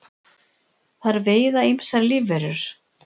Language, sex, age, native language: Icelandic, female, 60-69, Icelandic